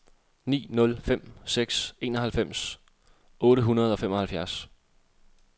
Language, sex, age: Danish, male, 26